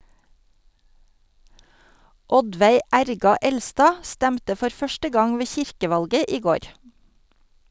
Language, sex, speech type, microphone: Norwegian, female, read, Sennheiser